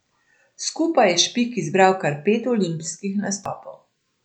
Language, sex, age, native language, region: Slovenian, female, 60+, Slovenian, Central Slovenia